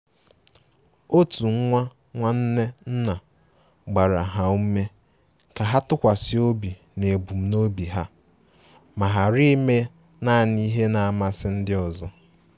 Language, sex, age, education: Igbo, male, 15-29, tertiary